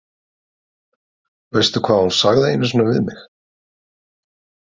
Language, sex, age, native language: Icelandic, male, 30-39, Icelandic